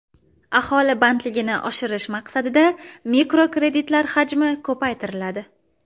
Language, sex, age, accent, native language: Uzbek, female, 18-24, Farg'ona, Uzbek